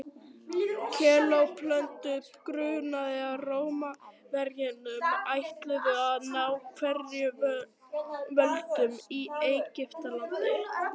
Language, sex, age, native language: Icelandic, other, 18-19, Icelandic